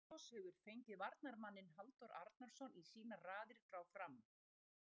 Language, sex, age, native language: Icelandic, female, 60-69, Icelandic